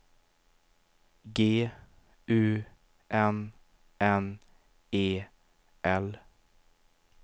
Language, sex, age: Swedish, male, 23